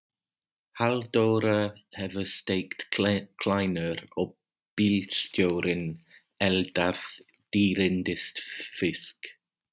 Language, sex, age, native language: Icelandic, male, 40-49, English